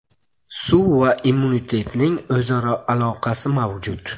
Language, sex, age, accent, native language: Uzbek, male, 25-34, Buxoro, Uzbek